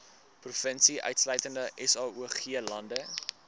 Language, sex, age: Afrikaans, male, 19